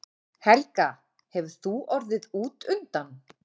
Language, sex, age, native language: Icelandic, male, 9, Icelandic